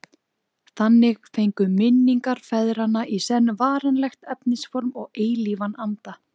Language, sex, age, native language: Icelandic, female, 20-29, Icelandic